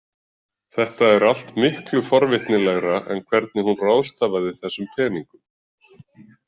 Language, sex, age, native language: Icelandic, male, 40-49, Icelandic